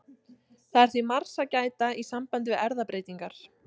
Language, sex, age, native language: Icelandic, female, 20-29, Icelandic